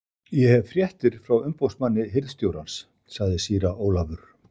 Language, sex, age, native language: Icelandic, male, 60-69, Icelandic